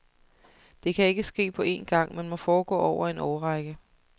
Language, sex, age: Danish, female, 30